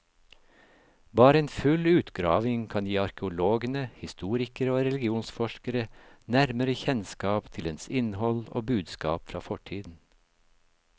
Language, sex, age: Norwegian, male, 56